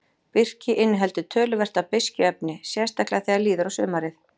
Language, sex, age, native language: Icelandic, female, 40-49, Icelandic